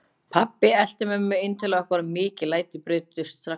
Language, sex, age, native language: Icelandic, other, 30-39, Icelandic